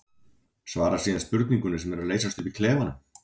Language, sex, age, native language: Icelandic, male, 40-49, Icelandic